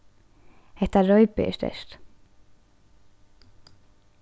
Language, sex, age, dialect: Faroese, female, 15-35, Norðurstreymoy/Eysturoy